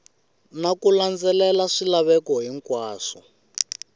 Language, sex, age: Tsonga, male, 18